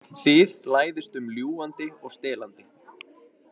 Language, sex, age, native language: Icelandic, male, 20-29, Icelandic